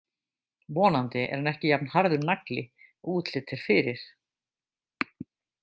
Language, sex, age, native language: Icelandic, female, 50-59, Icelandic